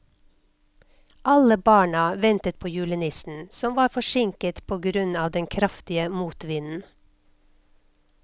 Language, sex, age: Norwegian, female, 56